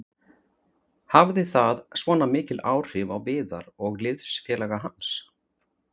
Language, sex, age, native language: Icelandic, male, 40-49, Icelandic